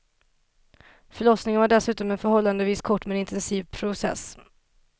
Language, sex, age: Swedish, female, 27